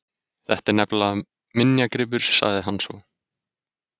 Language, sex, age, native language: Icelandic, male, 20-29, Icelandic